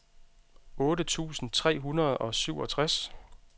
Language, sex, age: Danish, male, 32